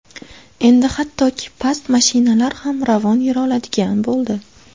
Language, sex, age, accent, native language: Uzbek, female, 18-24, Samarqand, Uzbek